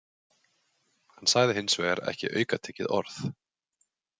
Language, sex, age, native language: Icelandic, male, 20-29, Icelandic